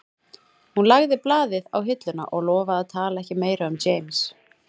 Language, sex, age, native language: Icelandic, female, 30-39, Icelandic